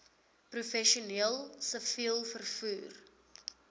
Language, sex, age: Afrikaans, female, 22